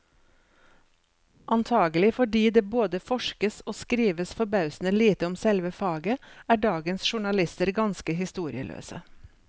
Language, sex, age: Norwegian, female, 47